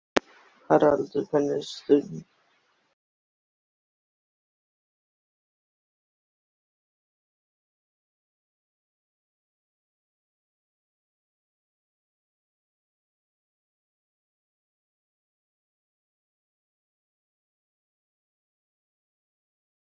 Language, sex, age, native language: Icelandic, male, 13, Icelandic